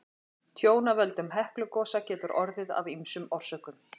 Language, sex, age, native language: Icelandic, female, 40-49, Icelandic